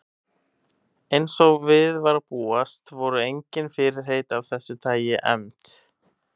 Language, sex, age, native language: Icelandic, male, 18-19, Icelandic